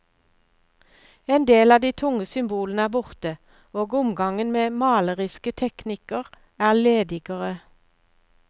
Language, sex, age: Norwegian, female, 59